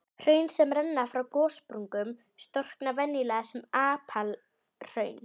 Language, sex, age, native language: Icelandic, female, 11, Icelandic